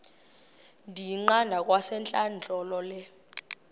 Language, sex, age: Xhosa, female, 21